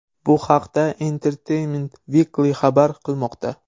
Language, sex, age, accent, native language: Uzbek, male, 12-17, Surxondaryo, Uzbek